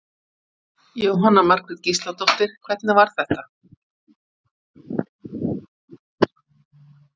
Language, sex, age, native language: Icelandic, female, 40-49, Icelandic